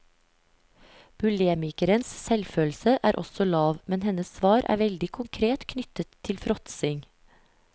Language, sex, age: Norwegian, female, 35